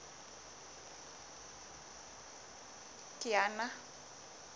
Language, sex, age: Southern Sotho, female, 23